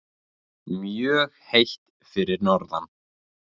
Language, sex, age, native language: Icelandic, male, 20-29, Icelandic